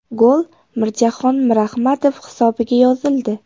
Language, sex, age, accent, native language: Uzbek, female, 18-24, Namangan, Uzbek